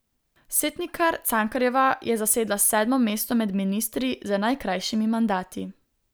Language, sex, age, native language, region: Slovenian, female, 18-29, Slovenian, Southeast Slovenia